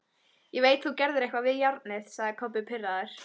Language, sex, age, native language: Icelandic, female, 13, Icelandic